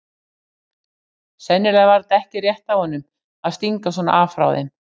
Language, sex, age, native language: Icelandic, female, 60-69, Icelandic